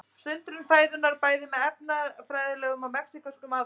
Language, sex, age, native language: Icelandic, female, 30-39, Icelandic